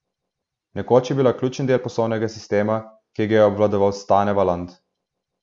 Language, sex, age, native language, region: Slovenian, male, 18-29, Slovenian, Southeast Slovenia